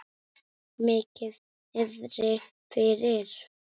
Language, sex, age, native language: Icelandic, female, 6, Icelandic